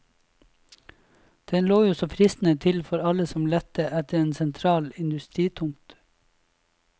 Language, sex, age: Norwegian, male, 26